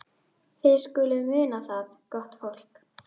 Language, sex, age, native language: Icelandic, female, 12, Icelandic